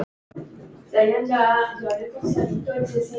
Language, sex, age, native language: Icelandic, female, 10, Icelandic